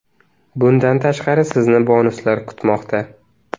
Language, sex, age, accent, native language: Uzbek, male, under 19, Navoiy, Uzbek